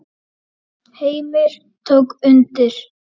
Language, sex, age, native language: Icelandic, male, 8, Icelandic